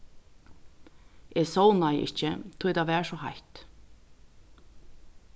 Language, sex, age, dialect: Faroese, female, 36-60, Vágar